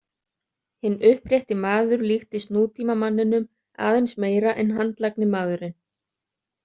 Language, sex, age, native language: Icelandic, other, 30-39, Icelandic